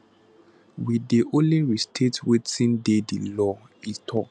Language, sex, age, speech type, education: Nigerian Pidgin, male, 15-29, spontaneous, tertiary